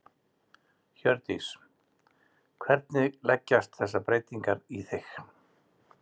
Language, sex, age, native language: Icelandic, male, 60-69, Icelandic